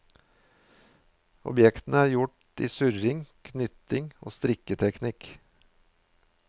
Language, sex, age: Norwegian, male, 53